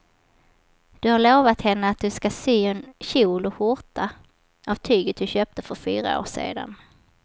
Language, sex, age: Swedish, female, 27